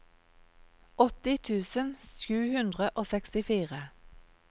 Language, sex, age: Norwegian, female, 46